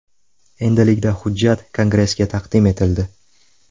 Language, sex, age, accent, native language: Uzbek, male, 18-24, Buxoro, Uzbek